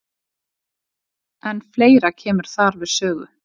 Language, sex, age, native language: Icelandic, female, 30-39, Icelandic